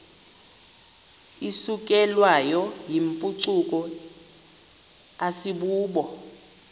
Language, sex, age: Xhosa, female, 38